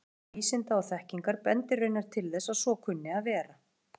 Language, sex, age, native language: Icelandic, female, 40-49, Icelandic